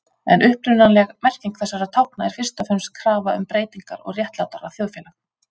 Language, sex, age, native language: Icelandic, female, 40-49, Icelandic